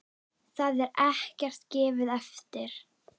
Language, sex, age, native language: Icelandic, female, 9, Icelandic